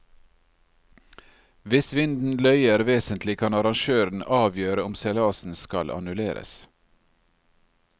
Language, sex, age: Norwegian, male, 40